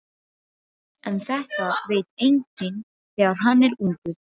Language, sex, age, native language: Icelandic, female, 12, Icelandic